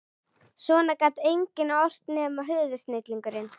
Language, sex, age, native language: Icelandic, female, 11, Icelandic